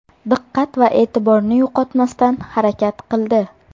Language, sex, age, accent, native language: Uzbek, female, 18-24, Toshkent shahri, Uzbek